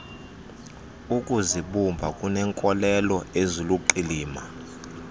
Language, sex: Xhosa, male